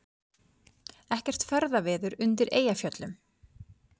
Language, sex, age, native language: Icelandic, female, 40-49, Icelandic